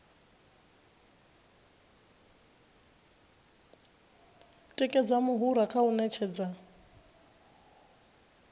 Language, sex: Venda, female